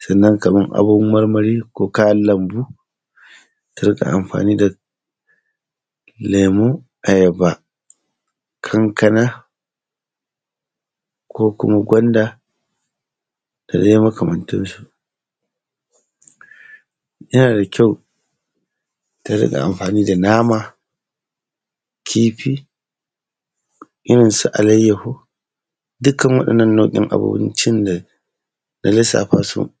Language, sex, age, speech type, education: Hausa, male, 30-45, spontaneous, tertiary